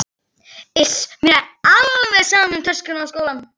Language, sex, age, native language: Icelandic, female, 11, Icelandic